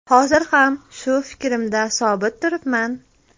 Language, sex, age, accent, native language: Uzbek, female, under 19, Toshkent viloyati, Uzbek